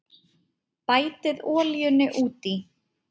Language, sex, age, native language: Icelandic, female, 8, Icelandic